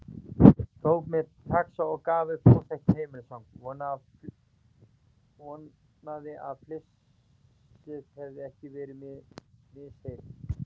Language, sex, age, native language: Icelandic, male, 40-49, Icelandic